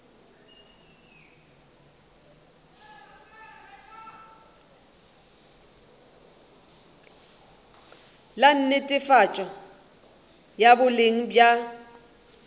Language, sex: Northern Sotho, female